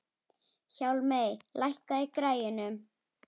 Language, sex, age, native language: Icelandic, female, 11, Icelandic